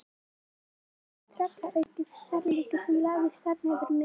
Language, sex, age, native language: Icelandic, female, 18-19, Icelandic